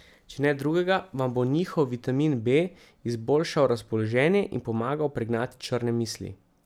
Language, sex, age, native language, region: Slovenian, male, 30-49, Slovenian, Central Slovenia